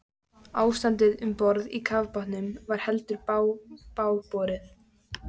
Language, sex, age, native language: Icelandic, female, 14, Icelandic